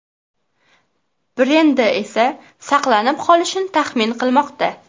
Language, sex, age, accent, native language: Uzbek, female, 18-24, Qashqadaryo, Uzbek